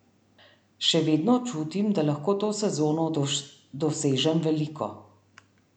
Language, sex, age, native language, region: Slovenian, female, 30-49, Slovenian, Central Slovenia